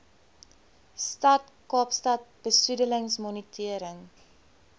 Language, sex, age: Afrikaans, female, 20